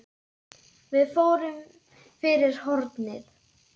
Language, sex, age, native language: Icelandic, female, 10, Icelandic